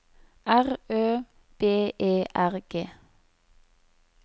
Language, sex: Norwegian, female